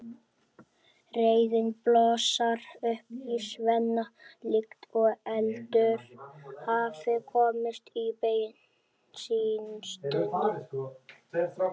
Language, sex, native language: Icelandic, male, Icelandic